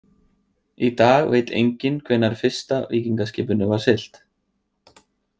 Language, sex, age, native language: Icelandic, male, 20-29, Icelandic